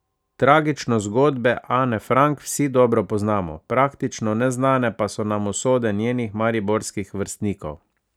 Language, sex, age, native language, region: Slovenian, male, 30-49, Slovenian, Savinja region